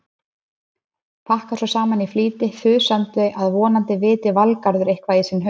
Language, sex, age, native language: Icelandic, female, 30-39, Icelandic